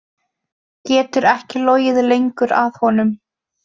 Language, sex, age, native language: Icelandic, female, 20-29, Icelandic